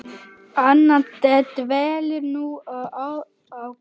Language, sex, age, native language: Icelandic, male, 9, Icelandic